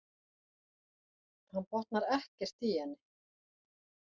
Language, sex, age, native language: Icelandic, female, 40-49, Icelandic